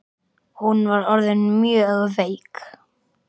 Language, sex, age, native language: Icelandic, male, 8, Icelandic